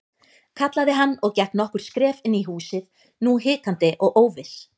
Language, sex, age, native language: Icelandic, female, 20-29, Icelandic